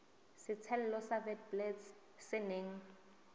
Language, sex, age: Southern Sotho, female, 20